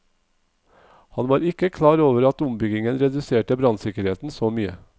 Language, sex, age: Norwegian, male, 45